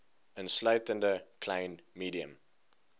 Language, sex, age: Afrikaans, male, 19